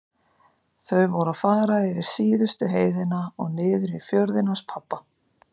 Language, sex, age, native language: Icelandic, female, 50-59, Icelandic